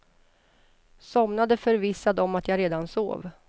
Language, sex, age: Swedish, female, 33